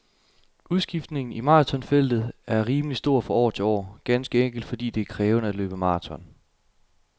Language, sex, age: Danish, male, 27